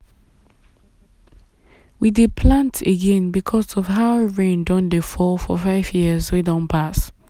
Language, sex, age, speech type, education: Nigerian Pidgin, female, 15-29, spontaneous, tertiary